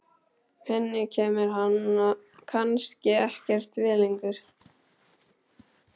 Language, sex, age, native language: Icelandic, male, 12, Icelandic